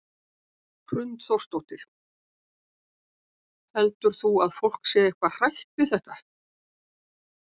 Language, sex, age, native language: Icelandic, female, 70-79, Icelandic